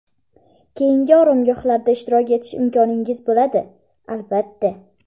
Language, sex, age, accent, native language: Uzbek, female, under 19, Farg'ona, Uzbek